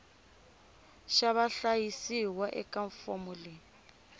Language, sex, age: Tsonga, female, 25